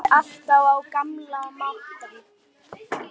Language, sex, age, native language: Icelandic, male, 10, Icelandic